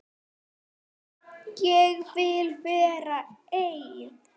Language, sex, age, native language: Icelandic, female, 9, Icelandic